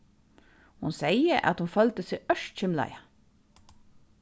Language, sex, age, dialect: Faroese, female, 36-60, Suðurstreymoy